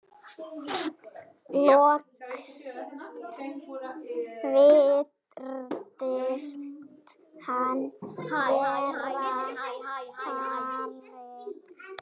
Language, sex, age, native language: Icelandic, female, 7, Icelandic